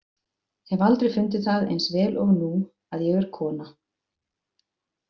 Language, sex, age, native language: Icelandic, female, 50-59, Icelandic